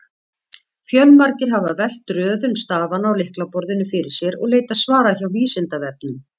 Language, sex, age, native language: Icelandic, female, 50-59, Icelandic